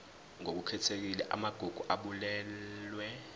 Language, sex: Zulu, male